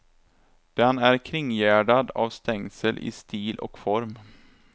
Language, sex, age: Swedish, male, 27